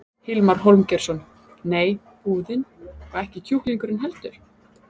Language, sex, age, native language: Icelandic, female, 30-39, Icelandic